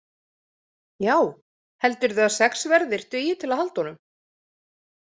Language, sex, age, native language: Icelandic, female, 30-39, Icelandic